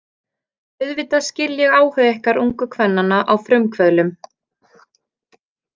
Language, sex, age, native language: Icelandic, female, 30-39, Icelandic